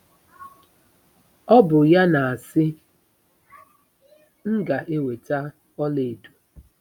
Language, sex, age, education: Igbo, female, 30-45, tertiary